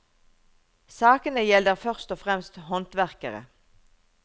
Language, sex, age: Norwegian, female, 51